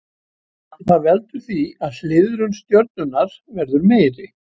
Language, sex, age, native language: Icelandic, male, 70-79, Icelandic